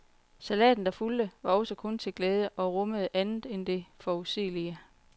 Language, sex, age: Danish, female, 40